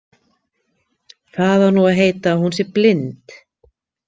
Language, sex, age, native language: Icelandic, female, 50-59, Icelandic